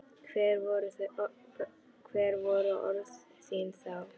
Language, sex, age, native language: Icelandic, female, 10, Icelandic